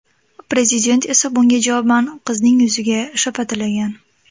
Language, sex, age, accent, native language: Uzbek, female, 18-24, Andijon, Uzbek